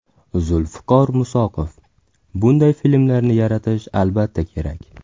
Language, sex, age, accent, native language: Uzbek, male, 18-24, Toshkent shahri, Uzbek